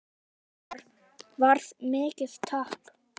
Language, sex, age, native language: Icelandic, male, 10, Icelandic